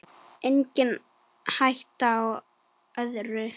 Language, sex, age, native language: Icelandic, female, 10, Icelandic